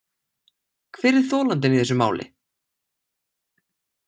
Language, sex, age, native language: Icelandic, male, 18-19, Icelandic